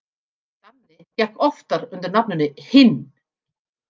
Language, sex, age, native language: Icelandic, female, 50-59, Icelandic